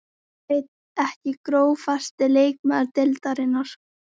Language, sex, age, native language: Icelandic, female, 13, Icelandic